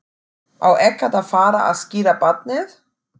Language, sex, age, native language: Icelandic, female, 40-49, German